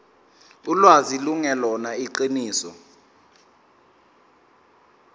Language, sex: Zulu, male